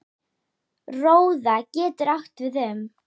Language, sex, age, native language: Icelandic, female, 10, Icelandic